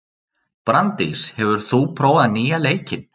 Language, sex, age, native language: Icelandic, male, 30-39, Icelandic